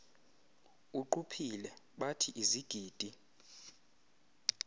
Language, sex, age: Xhosa, male, 20